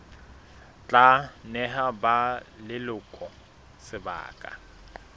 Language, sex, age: Southern Sotho, male, 21